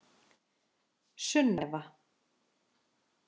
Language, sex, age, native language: Icelandic, female, 40-49, Icelandic